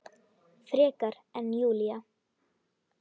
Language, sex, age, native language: Icelandic, female, 10, Icelandic